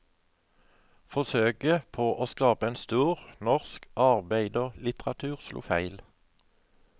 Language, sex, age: Norwegian, male, 57